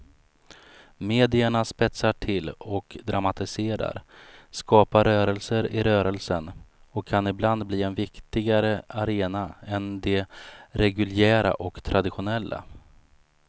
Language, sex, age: Swedish, male, 35